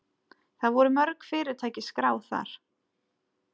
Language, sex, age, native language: Icelandic, female, 30-39, Icelandic